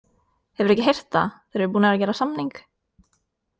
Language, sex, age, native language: Icelandic, female, 20-29, Norwegian